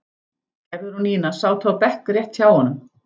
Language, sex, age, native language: Icelandic, female, 14, Icelandic